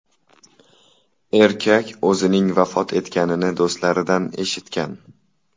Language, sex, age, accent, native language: Uzbek, male, 18-24, Toshkent shahri, Uzbek